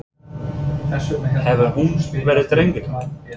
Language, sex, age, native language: Icelandic, male, 30-39, English